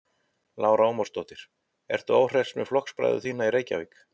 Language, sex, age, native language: Icelandic, male, 50-59, Icelandic